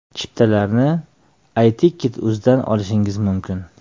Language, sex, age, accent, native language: Uzbek, male, 35+, Toshkent shahri, Uzbek